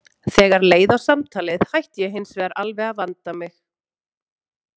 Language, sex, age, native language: Icelandic, female, 30-39, Icelandic